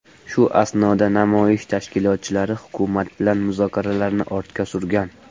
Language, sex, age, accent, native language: Uzbek, male, 18-24, Farg'ona, Uzbek